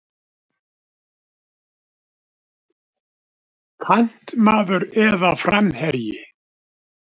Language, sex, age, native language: Icelandic, male, 70-79, Icelandic